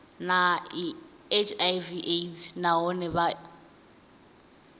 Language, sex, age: Venda, female, 20